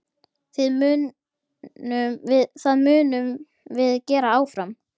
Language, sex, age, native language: Icelandic, female, 10, Icelandic